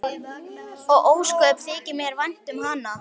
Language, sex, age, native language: Icelandic, male, 11, Icelandic